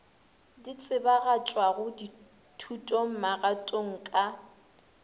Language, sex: Northern Sotho, female